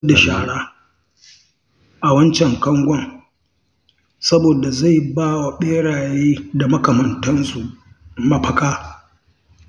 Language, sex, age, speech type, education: Hausa, male, 60+, read, tertiary